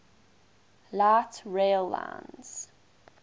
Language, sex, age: English, female, 19